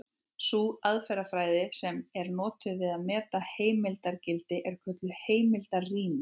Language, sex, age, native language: Icelandic, female, 18-19, Icelandic